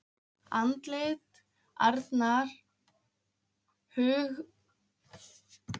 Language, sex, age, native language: Icelandic, female, 15, Icelandic